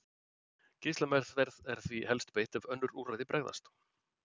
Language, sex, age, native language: Icelandic, male, 40-49, Icelandic